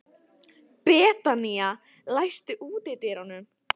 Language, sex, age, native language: Icelandic, female, 14, Italian